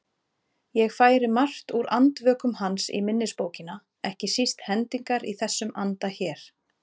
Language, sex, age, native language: Icelandic, female, 30-39, Icelandic